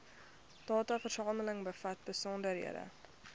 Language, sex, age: Afrikaans, female, 21